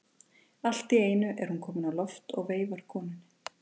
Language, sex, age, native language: Icelandic, female, 30-39, Icelandic